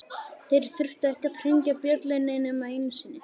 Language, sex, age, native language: Icelandic, male, 11, Icelandic